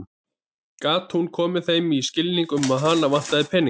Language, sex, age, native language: Icelandic, male, 30-39, Icelandic